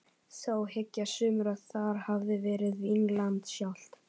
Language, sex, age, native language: Icelandic, male, 11, Icelandic